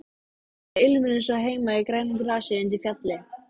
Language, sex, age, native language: Icelandic, female, 13, Icelandic